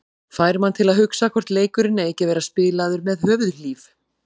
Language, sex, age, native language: Icelandic, female, 40-49, Icelandic